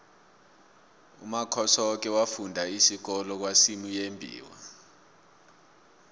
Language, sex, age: South Ndebele, male, 24